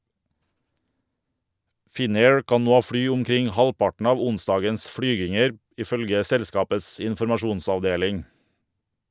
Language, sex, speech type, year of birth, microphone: Norwegian, male, read, 1978, Shure